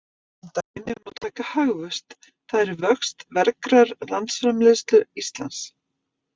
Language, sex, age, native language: Icelandic, female, 50-59, Icelandic